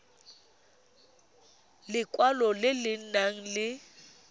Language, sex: Tswana, female